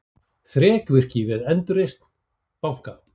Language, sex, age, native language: Icelandic, male, 40-49, Icelandic